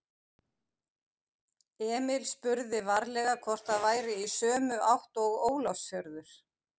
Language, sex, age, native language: Icelandic, female, 50-59, Icelandic